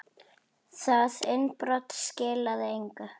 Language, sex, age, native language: Icelandic, female, 9, Icelandic